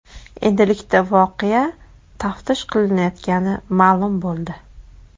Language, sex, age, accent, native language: Uzbek, female, 25-34, Toshkent shahri, Uzbek